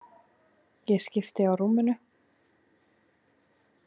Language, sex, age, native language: Icelandic, female, 20-29, Icelandic